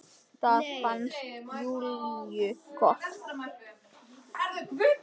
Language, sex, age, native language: Icelandic, male, 10, Icelandic